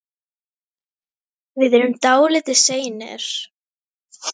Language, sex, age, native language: Icelandic, female, 9, Icelandic